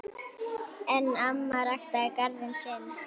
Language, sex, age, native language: Icelandic, female, 9, Icelandic